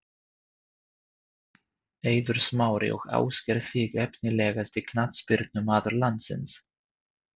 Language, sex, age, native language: Icelandic, male, 30-39, Swedish